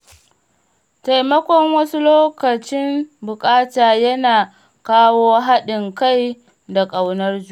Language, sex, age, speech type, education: Hausa, female, 30-45, read, primary